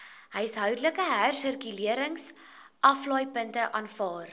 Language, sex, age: Afrikaans, female, 22